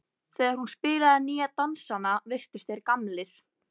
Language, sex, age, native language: Icelandic, female, 11, Icelandic